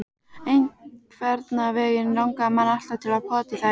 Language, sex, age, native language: Icelandic, female, 12, Icelandic